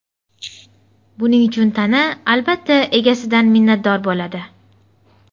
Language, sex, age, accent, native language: Uzbek, female, under 19, Surxondaryo, Uzbek